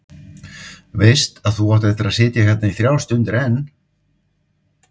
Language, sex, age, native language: Icelandic, male, 50-59, Icelandic